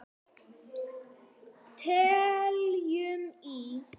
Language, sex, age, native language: Icelandic, female, 9, Icelandic